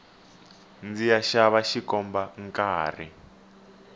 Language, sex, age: Tsonga, male, 18